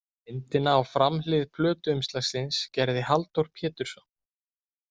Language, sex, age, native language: Icelandic, male, 20-29, Icelandic